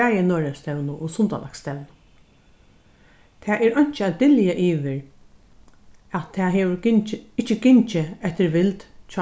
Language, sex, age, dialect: Faroese, female, 61+, Norðurstreymoy/Eysturoy